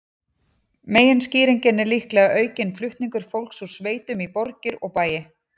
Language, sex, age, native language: Icelandic, female, 40-49, Icelandic